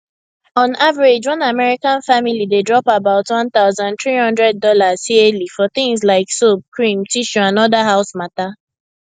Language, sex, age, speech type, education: Nigerian Pidgin, female, 15-29, spontaneous, secondary